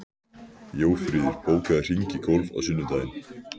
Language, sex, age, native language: Icelandic, male, 14, Icelandic